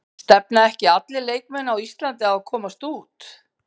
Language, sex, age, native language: Icelandic, female, 50-59, Icelandic